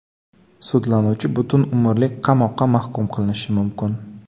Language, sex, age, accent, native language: Uzbek, male, 18-24, Qoraqalpog'iston, Karakalpak